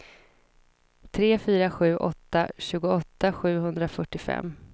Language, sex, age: Swedish, female, 26